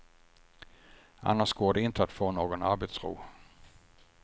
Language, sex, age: Swedish, male, 50